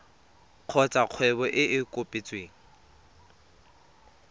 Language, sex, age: Tswana, male, 23